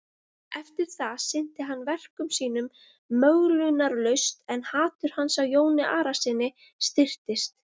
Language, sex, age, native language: Icelandic, female, 20-29, Icelandic